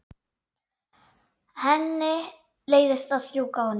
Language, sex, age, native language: Icelandic, male, 9, Icelandic